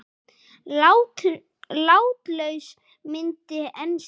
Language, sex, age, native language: Icelandic, female, 10, Icelandic